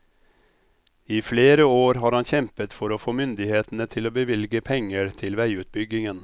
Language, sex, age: Norwegian, male, 57